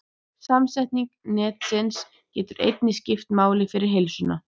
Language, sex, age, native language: Icelandic, female, 30-39, Icelandic